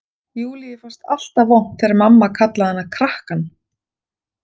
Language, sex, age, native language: Icelandic, female, 40-49, Icelandic